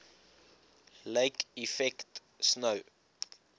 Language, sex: English, male